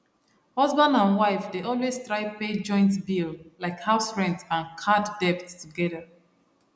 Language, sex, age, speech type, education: Nigerian Pidgin, female, 30-45, spontaneous, tertiary